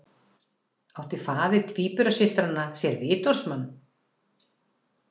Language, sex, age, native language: Icelandic, female, 60-69, Icelandic